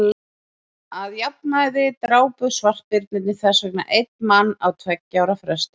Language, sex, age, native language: Icelandic, female, 30-39, Icelandic